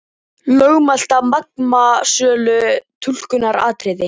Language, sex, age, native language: Icelandic, male, 18-19, Icelandic